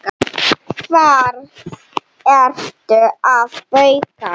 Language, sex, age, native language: Icelandic, female, 7, Icelandic